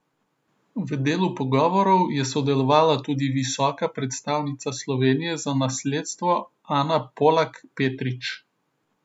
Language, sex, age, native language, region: Slovenian, male, 18-29, Slovenian, Southeast Slovenia